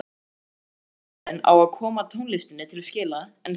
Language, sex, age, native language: Icelandic, male, 13, Icelandic